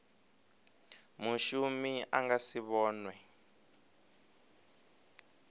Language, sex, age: Venda, male, 23